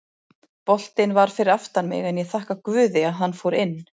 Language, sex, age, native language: Icelandic, female, 40-49, Icelandic